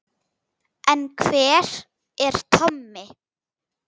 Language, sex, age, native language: Icelandic, female, 10, Icelandic